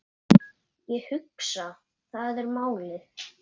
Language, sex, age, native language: Icelandic, male, 8, Icelandic